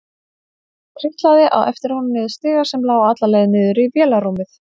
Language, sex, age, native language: Icelandic, female, 30-39, Icelandic